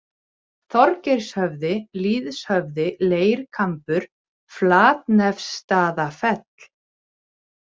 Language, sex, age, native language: Icelandic, female, 40-49, Icelandic